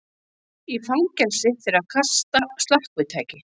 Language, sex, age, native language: Icelandic, female, 50-59, Icelandic